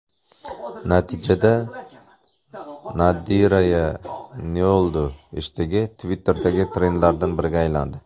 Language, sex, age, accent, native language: Uzbek, male, 25-34, Surxondaryo, Uzbek